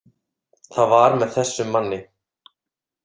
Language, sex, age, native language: Icelandic, male, 30-39, Icelandic